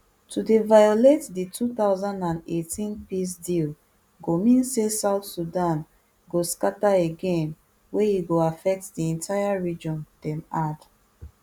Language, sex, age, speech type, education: Nigerian Pidgin, female, 15-29, spontaneous, tertiary